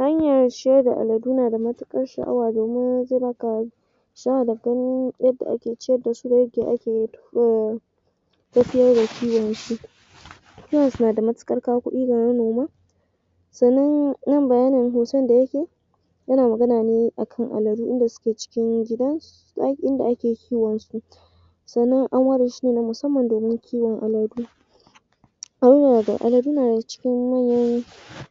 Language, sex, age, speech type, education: Hausa, female, 46-60, spontaneous, tertiary